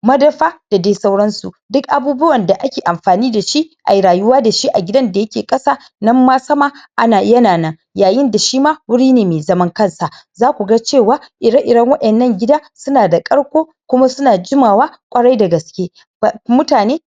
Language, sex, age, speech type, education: Hausa, female, 46-60, spontaneous, tertiary